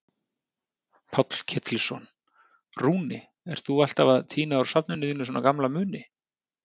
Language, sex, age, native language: Icelandic, male, 30-39, Icelandic